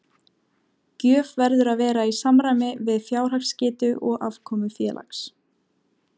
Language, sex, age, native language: Icelandic, female, 17, Icelandic